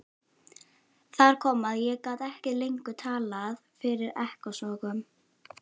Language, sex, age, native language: Icelandic, female, 12, Icelandic